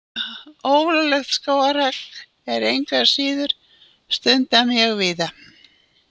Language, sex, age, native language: Icelandic, female, 80-89, Icelandic